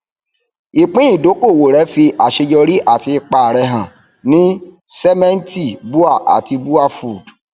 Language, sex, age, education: Yoruba, male, 30-45, tertiary